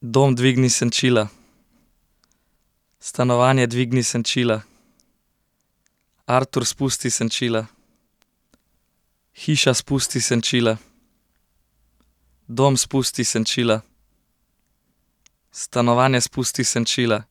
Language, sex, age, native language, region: Slovenian, male, 18-29, Slovenian, Central Slovenia